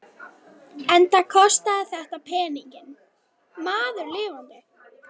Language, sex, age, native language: Icelandic, female, 12, Icelandic